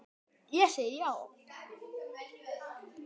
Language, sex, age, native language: Icelandic, male, 10, Icelandic